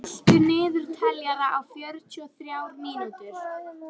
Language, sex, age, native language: Icelandic, female, 12, Icelandic